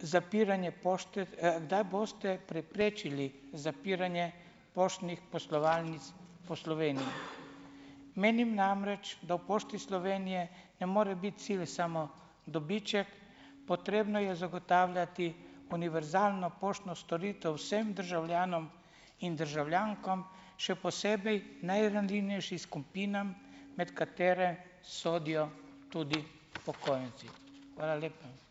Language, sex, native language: Slovenian, male, Slovenian